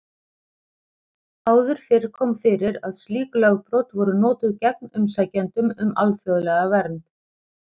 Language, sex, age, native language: Icelandic, female, 40-49, Icelandic